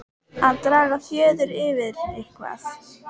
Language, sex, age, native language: Icelandic, female, 18-19, Icelandic